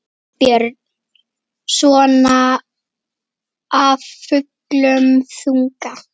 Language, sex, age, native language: Icelandic, female, 8, Icelandic